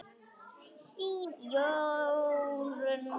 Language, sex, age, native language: Icelandic, female, 10, Icelandic